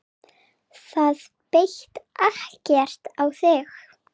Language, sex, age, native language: Icelandic, female, 7, Serbo-Croatian